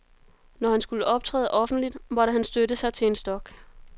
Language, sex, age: Danish, female, 33